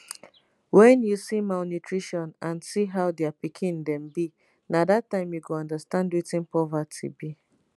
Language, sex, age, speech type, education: Nigerian Pidgin, female, 30-45, spontaneous, tertiary